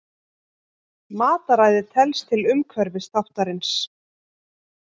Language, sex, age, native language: Icelandic, female, 18-19, Icelandic